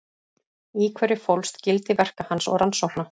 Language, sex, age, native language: Icelandic, female, 30-39, Icelandic